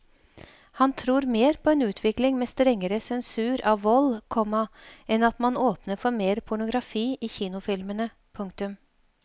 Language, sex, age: Norwegian, female, 52